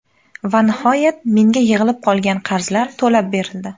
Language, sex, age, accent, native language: Uzbek, female, 19-29, Farg'ona, Uzbek